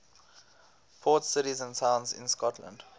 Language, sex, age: English, male, 18